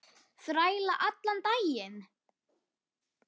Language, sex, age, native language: Icelandic, female, 10, Icelandic